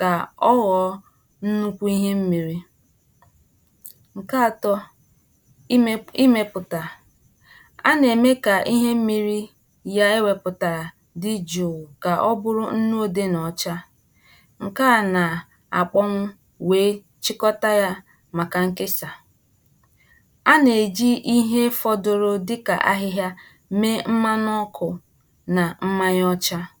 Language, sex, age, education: Igbo, female, 46-60, tertiary